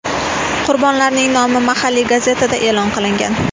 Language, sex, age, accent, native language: Uzbek, female, 18-24, Sirdaryo, Uzbek